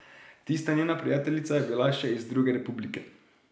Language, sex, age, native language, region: Slovenian, male, 18-29, Slovenian, Drava region